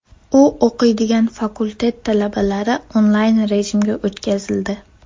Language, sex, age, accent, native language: Uzbek, female, 12-17, Namangan, Uzbek